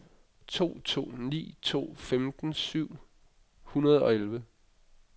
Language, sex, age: Danish, male, 25